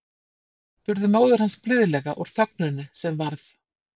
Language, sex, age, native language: Icelandic, female, 40-49, Icelandic